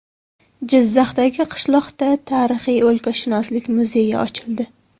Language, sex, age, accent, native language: Uzbek, female, 18-24, Samarqand, Uzbek